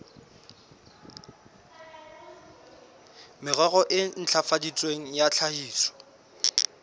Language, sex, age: Southern Sotho, male, 24